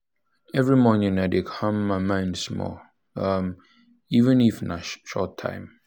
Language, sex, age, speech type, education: Nigerian Pidgin, male, 15-29, spontaneous, tertiary